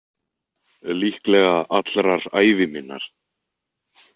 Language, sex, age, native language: Icelandic, male, 20-29, Icelandic